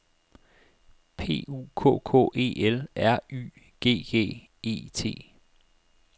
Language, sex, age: Danish, male, 25